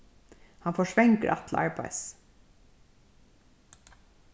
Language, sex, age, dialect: Faroese, female, 36-60, Suðurstreymoy